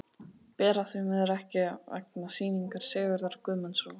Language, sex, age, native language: Icelandic, male, 12, Icelandic